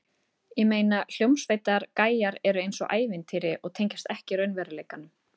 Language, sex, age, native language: Icelandic, female, 30-39, Icelandic